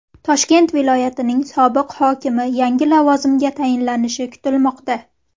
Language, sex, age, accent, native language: Uzbek, female, 18-24, Farg'ona, Uzbek